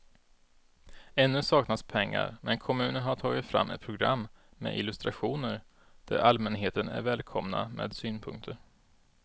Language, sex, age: Swedish, male, 32